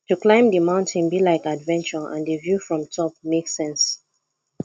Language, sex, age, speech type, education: Nigerian Pidgin, female, 15-29, spontaneous, tertiary